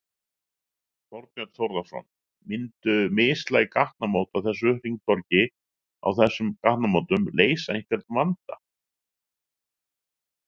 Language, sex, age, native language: Icelandic, male, 60-69, Icelandic